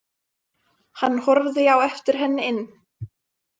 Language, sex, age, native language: Icelandic, female, 20-29, Finnish